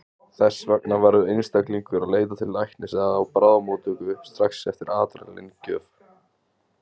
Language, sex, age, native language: Icelandic, male, 20-29, Icelandic